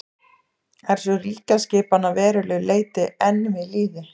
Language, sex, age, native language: Icelandic, female, 30-39, Icelandic